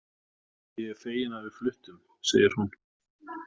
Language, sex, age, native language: Icelandic, male, 40-49, Icelandic